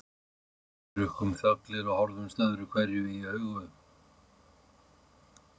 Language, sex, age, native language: Icelandic, male, 50-59, Icelandic